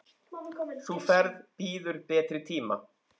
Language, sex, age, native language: Icelandic, male, 10, Icelandic